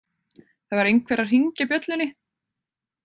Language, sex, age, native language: Icelandic, female, 20-29, Icelandic